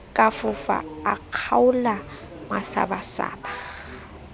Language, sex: Southern Sotho, female